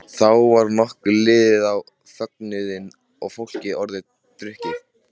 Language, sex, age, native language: Icelandic, male, 13, Icelandic